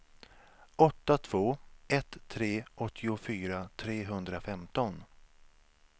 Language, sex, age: Swedish, male, 37